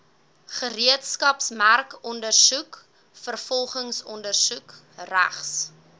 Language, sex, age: Afrikaans, female, 18